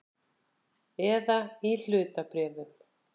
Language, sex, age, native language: Icelandic, female, 50-59, Icelandic